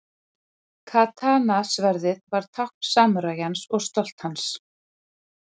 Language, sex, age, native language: Icelandic, female, 40-49, Icelandic